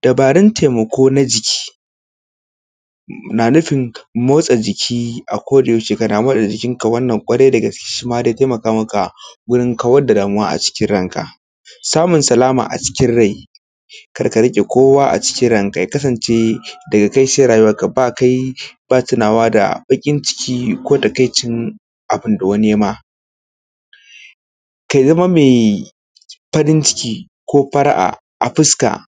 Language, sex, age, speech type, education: Hausa, male, 15-29, spontaneous, tertiary